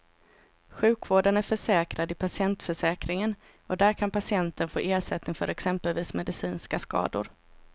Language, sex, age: Swedish, female, 26